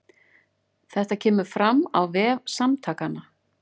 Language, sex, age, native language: Icelandic, female, 40-49, Icelandic